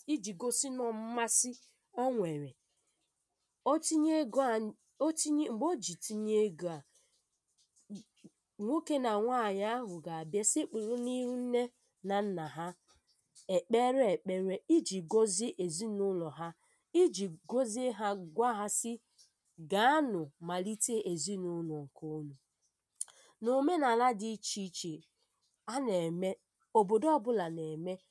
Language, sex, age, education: Igbo, female, 15-29, primary